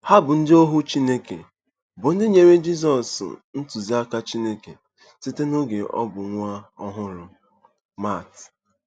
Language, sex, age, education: Igbo, male, 15-29, tertiary